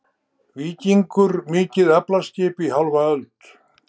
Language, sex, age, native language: Icelandic, male, 70-79, Icelandic